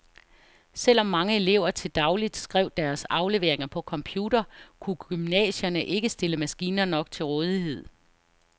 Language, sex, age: Danish, female, 49